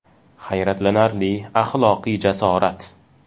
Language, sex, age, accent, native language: Uzbek, male, 19-29, Farg'ona, Uzbek